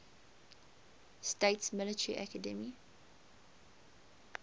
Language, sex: English, female